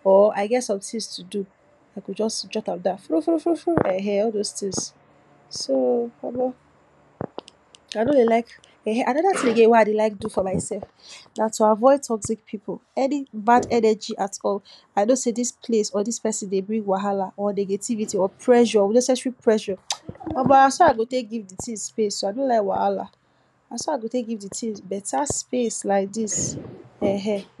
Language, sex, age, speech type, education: Nigerian Pidgin, female, 46-60, spontaneous, tertiary